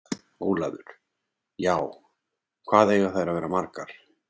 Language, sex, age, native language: Icelandic, male, 40-49, Icelandic